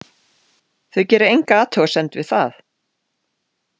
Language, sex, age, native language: Icelandic, female, 40-49, Icelandic